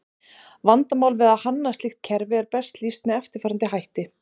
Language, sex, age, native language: Icelandic, female, 30-39, Icelandic